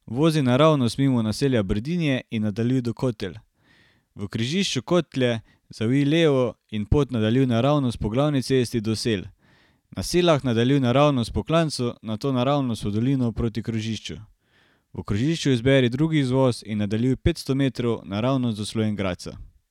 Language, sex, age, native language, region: Slovenian, male, 18-29, Slovenian, Carinthia region